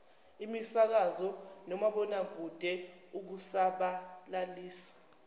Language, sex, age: Zulu, female, 19